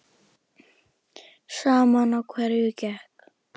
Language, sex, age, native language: Icelandic, female, 10, Icelandic